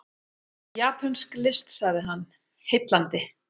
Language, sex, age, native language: Icelandic, female, 40-49, Icelandic